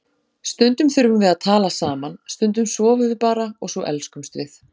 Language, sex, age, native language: Icelandic, female, 40-49, Icelandic